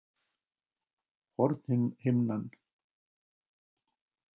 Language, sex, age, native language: Icelandic, male, 70-79, Icelandic